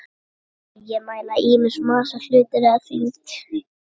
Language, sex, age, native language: Icelandic, male, 60-69, Icelandic